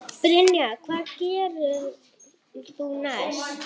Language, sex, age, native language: Icelandic, female, 9, Icelandic